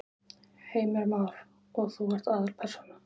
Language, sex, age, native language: Icelandic, female, 20-29, Icelandic